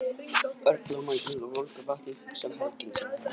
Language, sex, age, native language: Icelandic, male, 18-19, Icelandic